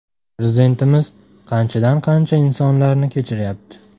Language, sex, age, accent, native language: Uzbek, male, 19-29, Namangan, Uzbek